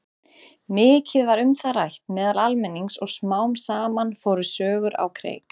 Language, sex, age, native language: Icelandic, female, 30-39, Icelandic